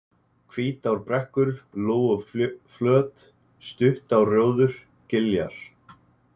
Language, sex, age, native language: Icelandic, male, 20-29, Icelandic